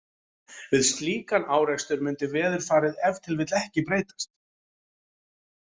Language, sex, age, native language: Icelandic, male, 40-49, Icelandic